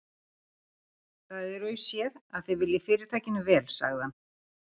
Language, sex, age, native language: Icelandic, female, 50-59, Icelandic